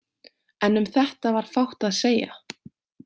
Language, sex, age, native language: Icelandic, female, 18-19, Icelandic